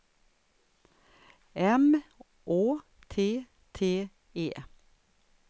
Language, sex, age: Swedish, female, 59